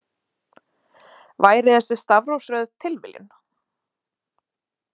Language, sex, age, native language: Icelandic, female, 20-29, Icelandic